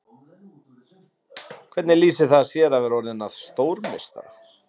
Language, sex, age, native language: Icelandic, male, 30-39, Icelandic